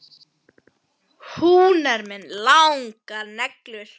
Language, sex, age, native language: Icelandic, male, 10, Icelandic